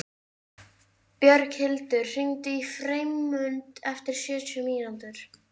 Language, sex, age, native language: Icelandic, female, 11, Icelandic